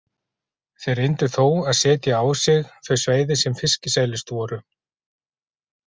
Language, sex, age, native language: Icelandic, male, 40-49, Icelandic